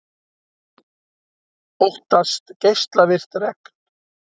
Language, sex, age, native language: Icelandic, male, 60-69, Icelandic